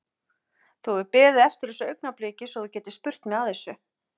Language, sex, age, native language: Icelandic, female, 50-59, Icelandic